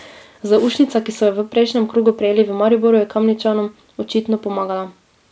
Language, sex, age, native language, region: Slovenian, female, 18-29, Slovenian, Drava region